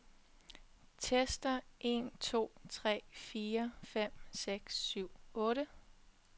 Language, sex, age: Danish, female, 21